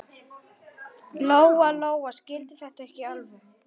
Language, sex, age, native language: Icelandic, male, 9, Icelandic